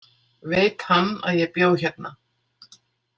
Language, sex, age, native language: Icelandic, female, 60-69, Icelandic